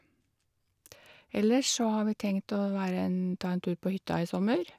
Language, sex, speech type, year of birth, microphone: Norwegian, female, spontaneous, 1952, Shure